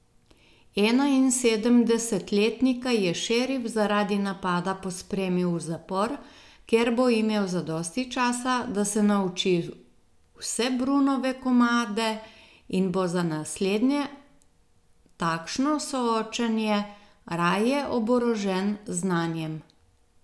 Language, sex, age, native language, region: Slovenian, female, 50-59, Slovenian, Gorenjska region